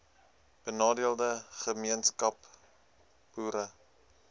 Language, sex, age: Afrikaans, male, 20